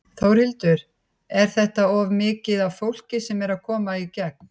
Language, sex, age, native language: Icelandic, female, 50-59, Icelandic